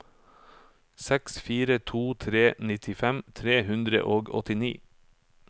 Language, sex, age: Norwegian, male, 44